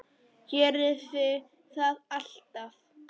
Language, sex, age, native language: Icelandic, female, 10, Polish